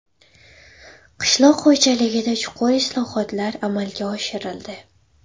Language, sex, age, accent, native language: Uzbek, female, 18-24, Farg'ona, Uzbek